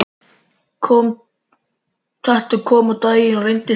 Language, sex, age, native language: Icelandic, male, 13, Icelandic